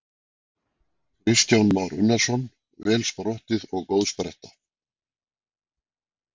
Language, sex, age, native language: Icelandic, male, 40-49, Icelandic